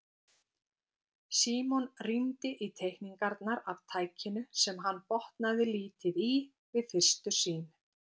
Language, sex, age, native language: Icelandic, female, 50-59, Icelandic